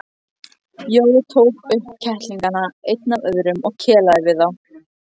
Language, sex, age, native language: Icelandic, other, 18-19, Icelandic